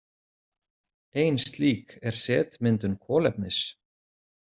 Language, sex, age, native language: Icelandic, male, 40-49, Icelandic